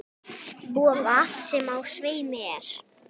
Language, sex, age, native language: Icelandic, female, 10, Icelandic